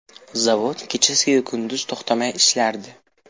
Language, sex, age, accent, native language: Uzbek, male, 12-17, Toshkent viloyati, Uzbek